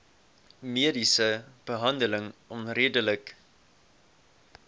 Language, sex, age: Afrikaans, male, 18